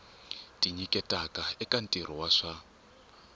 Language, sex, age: Tsonga, male, 24